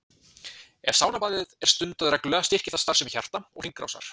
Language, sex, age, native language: Icelandic, male, 20-29, Icelandic